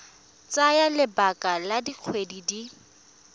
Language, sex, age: Tswana, female, 20